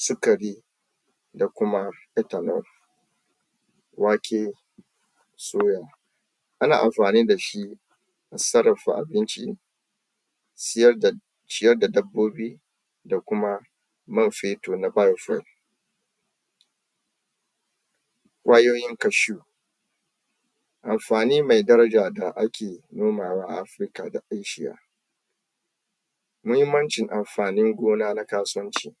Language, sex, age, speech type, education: Hausa, male, 30-45, spontaneous, tertiary